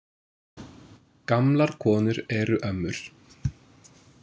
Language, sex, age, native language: Icelandic, male, 20-29, English